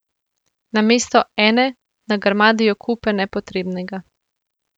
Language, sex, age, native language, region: Slovenian, female, 18-29, Slovenian, Central Slovenia